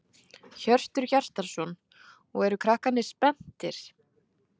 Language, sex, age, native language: Icelandic, female, 30-39, Icelandic